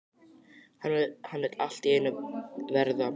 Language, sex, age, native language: Icelandic, male, 12, Icelandic